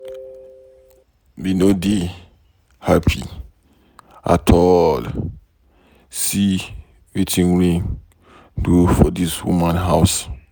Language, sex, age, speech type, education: Nigerian Pidgin, male, 15-29, read, secondary